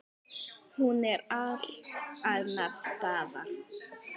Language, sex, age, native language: Icelandic, female, 9, Icelandic